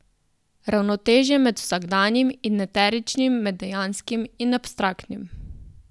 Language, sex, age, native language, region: Slovenian, female, 18-29, Slovenian, Southeast Slovenia